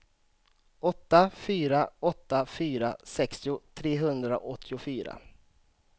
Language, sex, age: Swedish, male, 35